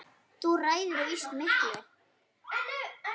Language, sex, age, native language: Icelandic, female, 9, Icelandic